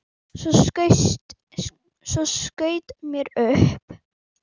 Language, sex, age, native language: Icelandic, female, 9, Icelandic